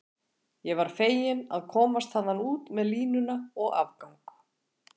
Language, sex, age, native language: Icelandic, female, 40-49, Icelandic